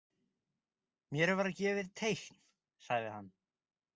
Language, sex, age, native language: Icelandic, male, 20-29, Icelandic